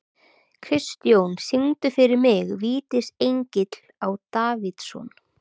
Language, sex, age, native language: Icelandic, female, 30-39, Icelandic